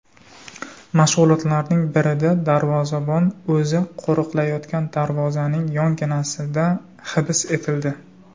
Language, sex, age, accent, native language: Uzbek, male, 19-29, Surxondaryo, Uzbek